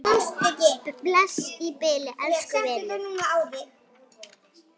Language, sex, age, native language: Icelandic, female, 6, Icelandic